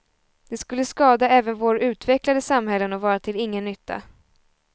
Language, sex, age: Swedish, female, 20